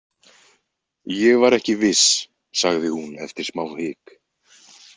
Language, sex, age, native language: Icelandic, male, 20-29, Icelandic